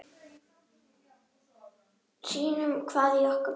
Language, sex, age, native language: Icelandic, female, 10, Icelandic